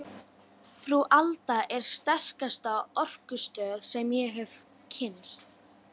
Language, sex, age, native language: Icelandic, female, 12, Icelandic